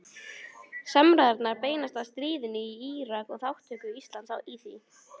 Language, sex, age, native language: Icelandic, female, 18-19, Icelandic